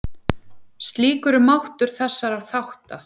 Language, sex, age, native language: Icelandic, female, 10, Icelandic